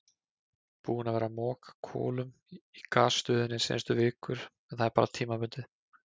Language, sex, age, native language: Icelandic, male, 20-29, Icelandic